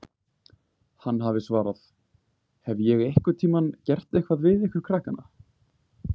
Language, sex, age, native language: Icelandic, male, 20-29, Icelandic